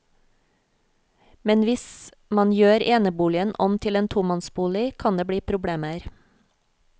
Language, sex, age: Norwegian, female, 40